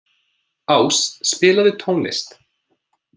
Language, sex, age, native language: Icelandic, male, 20-29, English